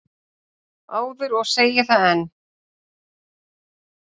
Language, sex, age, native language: Icelandic, female, 40-49, Icelandic